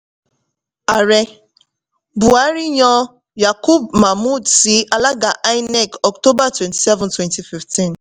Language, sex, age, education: Yoruba, female, 15-29, tertiary